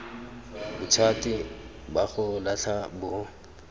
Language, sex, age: Tswana, male, 25